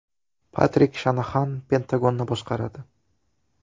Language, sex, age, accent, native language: Uzbek, male, 12-17, Toshkent shahri, Uzbek